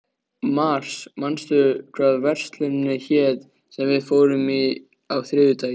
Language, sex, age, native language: Icelandic, male, 13, Icelandic